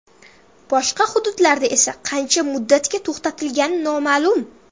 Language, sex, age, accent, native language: Uzbek, female, under 19, Samarqand, Uzbek